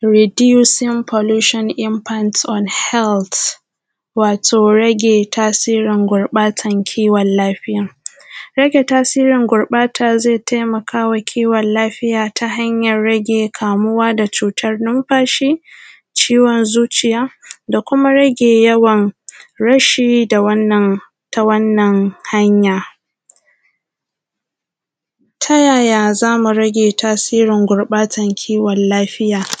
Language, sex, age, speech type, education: Hausa, female, 15-29, spontaneous, primary